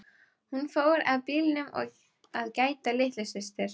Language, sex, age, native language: Icelandic, female, 12, Icelandic